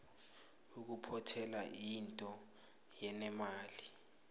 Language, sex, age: South Ndebele, male, 20